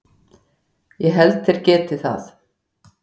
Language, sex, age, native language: Icelandic, female, 50-59, Icelandic